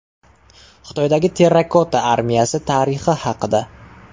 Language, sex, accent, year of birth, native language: Uzbek, male, Toshkent shahri, 1999, Uzbek